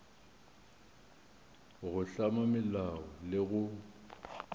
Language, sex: Northern Sotho, male